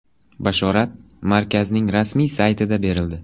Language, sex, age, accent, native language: Uzbek, male, 18-24, Buxoro, Uzbek